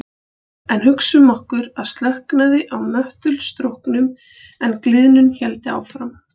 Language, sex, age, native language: Icelandic, female, 40-49, Icelandic